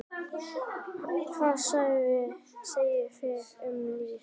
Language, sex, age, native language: Icelandic, male, 10, Icelandic